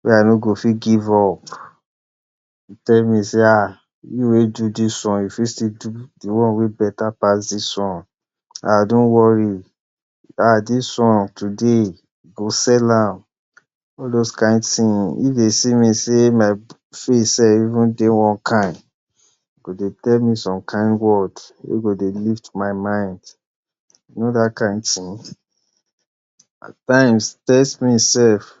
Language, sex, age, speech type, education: Nigerian Pidgin, male, 60+, spontaneous, tertiary